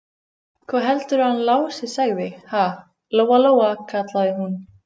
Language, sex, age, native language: Icelandic, female, 15, Icelandic